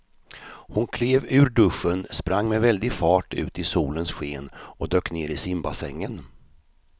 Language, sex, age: Swedish, male, 53